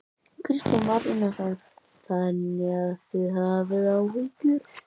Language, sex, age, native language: Icelandic, male, 11, Icelandic